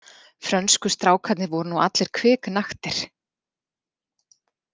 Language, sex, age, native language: Icelandic, female, 40-49, Icelandic